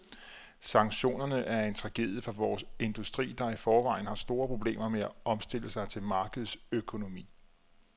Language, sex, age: Danish, male, 34